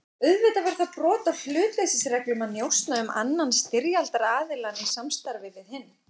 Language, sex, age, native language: Icelandic, female, 40-49, Icelandic